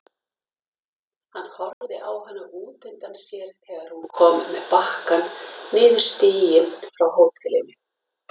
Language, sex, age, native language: Icelandic, female, 50-59, Icelandic